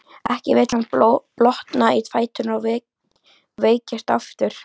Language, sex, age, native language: Icelandic, female, 13, Icelandic